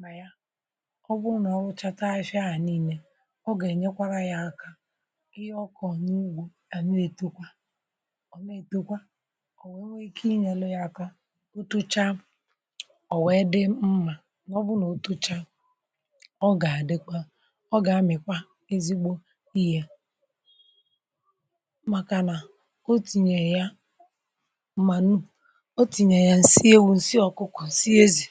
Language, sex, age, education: Igbo, male, 30-45, tertiary